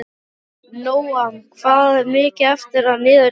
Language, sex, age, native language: Icelandic, male, 12, Icelandic